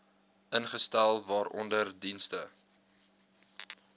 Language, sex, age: Afrikaans, male, 22